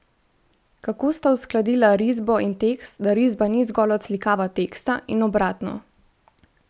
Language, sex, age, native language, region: Slovenian, female, 18-29, Slovenian, Central Slovenia